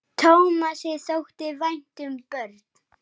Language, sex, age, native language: Icelandic, male, 8, Icelandic